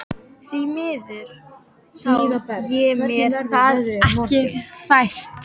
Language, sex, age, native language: Icelandic, female, 12, Icelandic